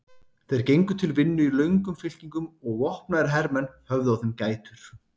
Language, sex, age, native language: Icelandic, male, 30-39, Icelandic